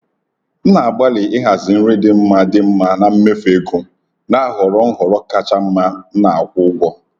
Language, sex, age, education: Igbo, male, 30-45, tertiary